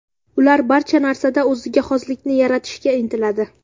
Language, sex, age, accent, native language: Uzbek, female, under 19, Samarqand, Uzbek